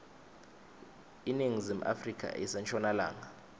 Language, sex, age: Swati, male, 21